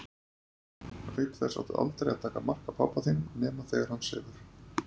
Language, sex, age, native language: Icelandic, male, 30-39, Icelandic